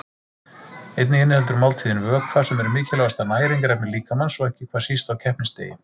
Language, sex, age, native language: Icelandic, male, 30-39, Icelandic